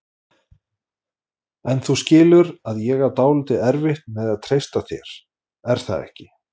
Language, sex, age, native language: Icelandic, male, 40-49, Icelandic